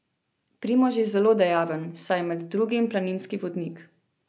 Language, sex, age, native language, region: Slovenian, female, 18-29, Slovenian, Central Slovenia